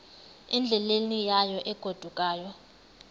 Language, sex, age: Xhosa, male, 19